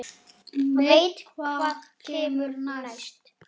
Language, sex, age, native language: Icelandic, male, 7, Icelandic